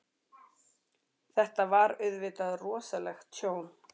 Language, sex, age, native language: Icelandic, female, 40-49, Icelandic